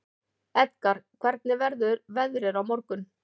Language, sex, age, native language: Icelandic, female, 40-49, Icelandic